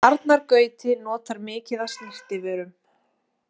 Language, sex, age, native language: Icelandic, female, 20-29, Icelandic